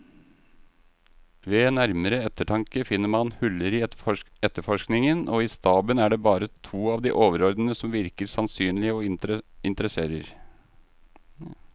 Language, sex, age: Norwegian, male, 38